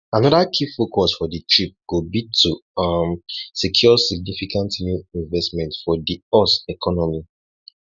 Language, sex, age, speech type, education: Nigerian Pidgin, male, 15-29, spontaneous, tertiary